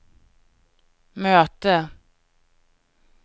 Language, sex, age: Swedish, female, 49